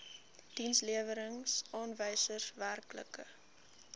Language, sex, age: Afrikaans, female, 19